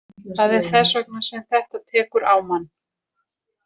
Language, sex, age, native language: Icelandic, female, 60-69, Icelandic